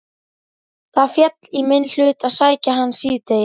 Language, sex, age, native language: Icelandic, female, 11, Icelandic